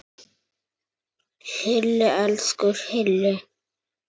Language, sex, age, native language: Icelandic, male, 9, Icelandic